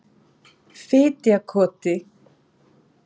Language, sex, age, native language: Icelandic, female, 40-49, Icelandic